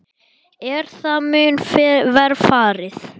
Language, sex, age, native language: Icelandic, male, 10, Icelandic